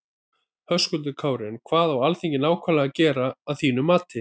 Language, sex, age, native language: Icelandic, male, 30-39, Icelandic